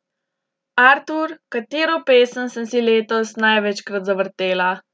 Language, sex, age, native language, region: Slovenian, female, 18-29, Slovenian, Central Slovenia